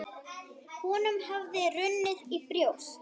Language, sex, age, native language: Icelandic, male, 8, Icelandic